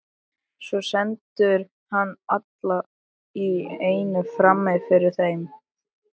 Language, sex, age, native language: Icelandic, male, 13, Icelandic